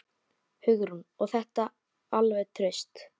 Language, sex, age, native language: Icelandic, male, 9, Icelandic